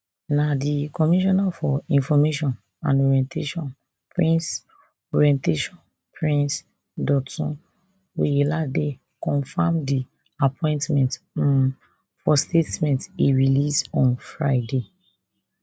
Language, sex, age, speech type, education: Nigerian Pidgin, female, 30-45, spontaneous, tertiary